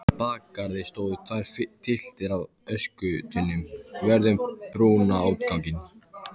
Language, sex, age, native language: Icelandic, male, 14, Icelandic